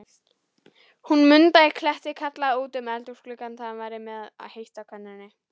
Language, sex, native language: Icelandic, female, Icelandic